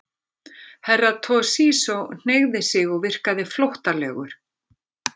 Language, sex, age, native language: Icelandic, female, 50-59, Icelandic